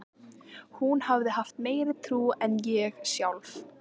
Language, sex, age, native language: Icelandic, female, 14, Icelandic